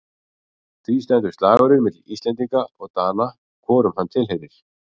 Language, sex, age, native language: Icelandic, male, 40-49, Icelandic